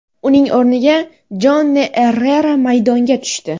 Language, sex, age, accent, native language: Uzbek, female, 18-24, Surxondaryo, Uzbek